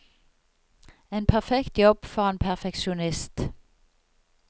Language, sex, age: Norwegian, female, 55